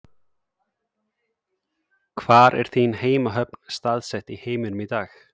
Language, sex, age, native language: Icelandic, male, 30-39, Icelandic